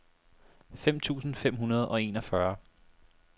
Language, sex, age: Danish, male, 25